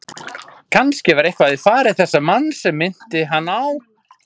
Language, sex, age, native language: Icelandic, male, 40-49, Icelandic